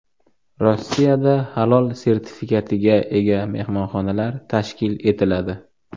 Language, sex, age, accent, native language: Uzbek, male, 25-34, Buxoro, Uzbek